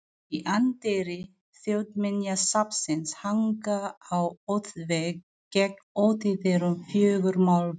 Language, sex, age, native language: Icelandic, female, 40-49, Filipino